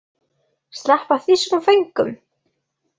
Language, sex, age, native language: Icelandic, female, 40-49, Icelandic